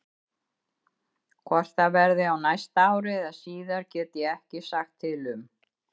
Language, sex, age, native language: Icelandic, female, 70-79, Icelandic